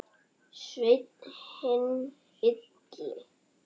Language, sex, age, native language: Icelandic, male, 9, Icelandic